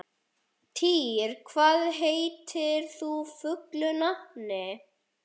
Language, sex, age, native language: Icelandic, male, 11, Icelandic